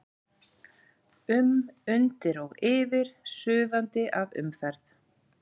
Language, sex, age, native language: Icelandic, female, 40-49, Icelandic